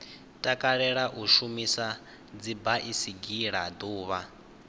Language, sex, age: Venda, male, 19